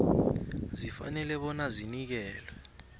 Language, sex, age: South Ndebele, male, 20